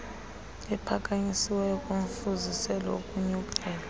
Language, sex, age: Xhosa, female, 30